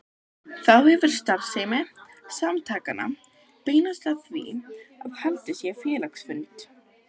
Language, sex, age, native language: Icelandic, other, 12, Icelandic